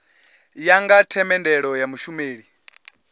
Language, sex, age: Venda, male, 20